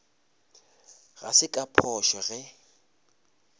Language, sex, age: Northern Sotho, male, 26